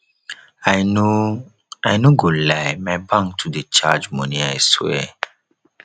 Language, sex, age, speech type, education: Nigerian Pidgin, male, 15-29, spontaneous, tertiary